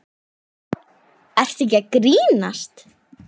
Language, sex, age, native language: Icelandic, male, 9, Icelandic